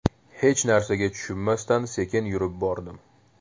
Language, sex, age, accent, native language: Uzbek, male, 18-24, Toshkent shahri, Uzbek